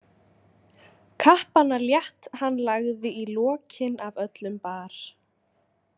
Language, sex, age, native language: Icelandic, female, 20-29, Icelandic